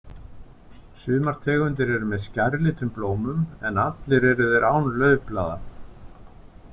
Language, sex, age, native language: Icelandic, male, 50-59, Icelandic